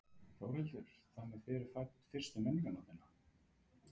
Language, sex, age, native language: Icelandic, male, 30-39, Icelandic